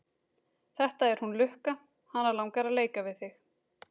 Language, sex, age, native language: Icelandic, female, 30-39, Icelandic